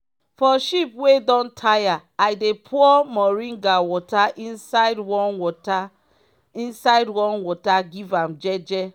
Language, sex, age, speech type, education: Nigerian Pidgin, female, 30-45, spontaneous, tertiary